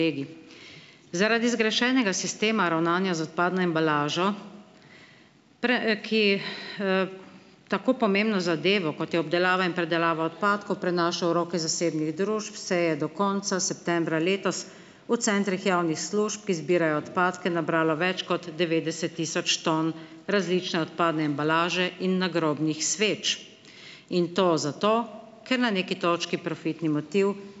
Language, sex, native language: Slovenian, female, Slovenian